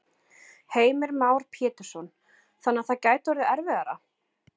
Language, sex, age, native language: Icelandic, female, 30-39, Icelandic